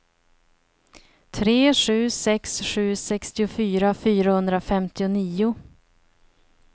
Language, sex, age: Swedish, female, 30